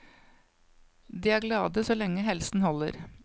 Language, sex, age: Norwegian, female, 55